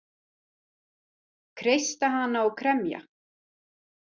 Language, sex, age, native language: Icelandic, female, 40-49, Icelandic